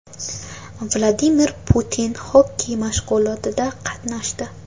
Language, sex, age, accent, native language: Uzbek, female, 19-29, Qashqadaryo, Uzbek